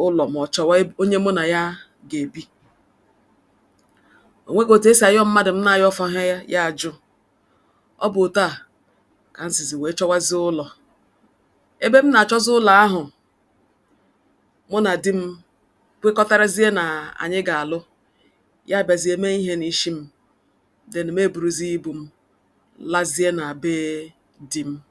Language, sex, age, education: Igbo, female, 46-60, tertiary